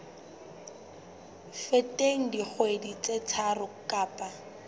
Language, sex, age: Southern Sotho, female, 23